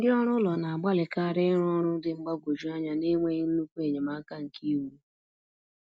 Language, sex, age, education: Igbo, female, 15-29, tertiary